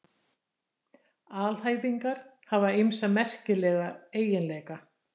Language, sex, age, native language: Icelandic, female, 60-69, Icelandic